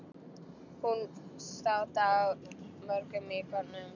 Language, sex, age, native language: Icelandic, female, 10, Icelandic